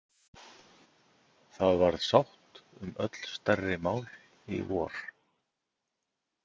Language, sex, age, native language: Icelandic, male, 50-59, Icelandic